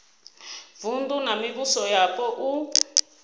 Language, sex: Venda, female